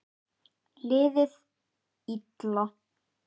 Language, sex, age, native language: Icelandic, male, 10, Icelandic